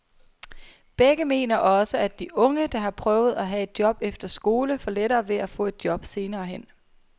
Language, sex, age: Danish, female, 23